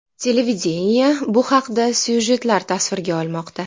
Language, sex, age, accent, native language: Uzbek, female, 19-29, Farg'ona, Uzbek